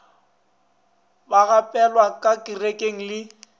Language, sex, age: Northern Sotho, male, 24